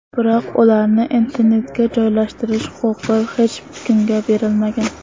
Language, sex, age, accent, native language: Uzbek, female, under 19, Toshkent shahri, Uzbek